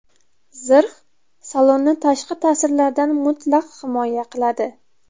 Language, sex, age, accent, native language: Uzbek, female, 12-17, Toshkent viloyati, Uzbek